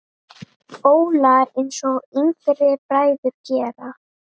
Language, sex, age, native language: Icelandic, female, 9, Icelandic